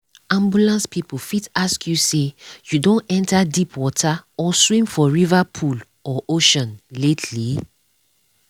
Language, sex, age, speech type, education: Nigerian Pidgin, female, 30-45, spontaneous, tertiary